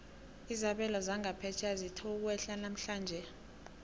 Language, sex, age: South Ndebele, female, 18